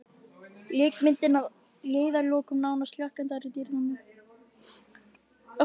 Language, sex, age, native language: Icelandic, male, 12, Icelandic